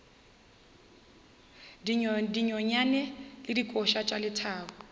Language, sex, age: Northern Sotho, female, 21